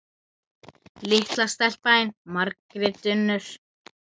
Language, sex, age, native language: Icelandic, female, 10, Icelandic